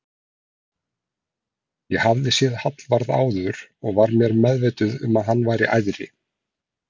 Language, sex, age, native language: Icelandic, male, 40-49, Icelandic